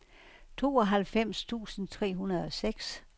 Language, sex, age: Danish, female, 69